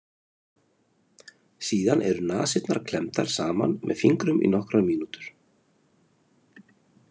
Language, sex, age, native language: Icelandic, male, 30-39, Icelandic